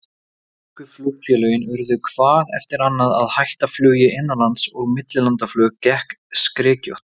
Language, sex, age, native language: Icelandic, male, 20-29, Icelandic